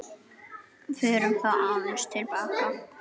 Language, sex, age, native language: Icelandic, female, 9, Icelandic